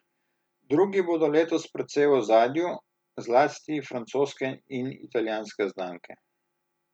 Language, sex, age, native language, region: Slovenian, male, 30-49, Slovenian, Southeast Slovenia